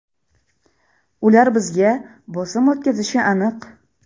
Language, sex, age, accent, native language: Uzbek, female, 12-17, Jizzax, Uzbek